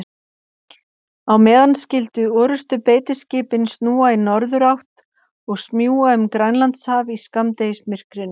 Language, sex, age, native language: Icelandic, female, 50-59, Icelandic